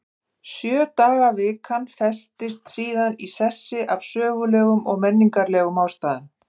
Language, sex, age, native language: Icelandic, female, 50-59, Icelandic